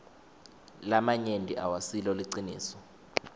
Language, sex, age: Swati, male, 21